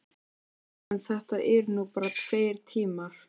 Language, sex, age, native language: Icelandic, male, 13, Icelandic